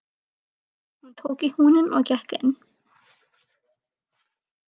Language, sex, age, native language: Icelandic, male, 18-19, Icelandic